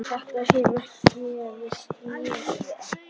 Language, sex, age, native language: Icelandic, male, 10, Icelandic